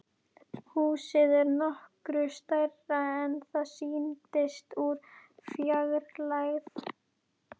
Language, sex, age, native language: Icelandic, female, 11, Icelandic